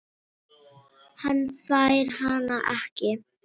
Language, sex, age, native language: Icelandic, female, 8, Filipino